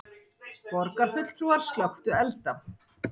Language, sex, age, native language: Icelandic, female, 40-49, Icelandic